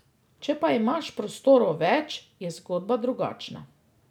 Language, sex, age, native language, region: Slovenian, female, 50-59, Slovenian, Drava region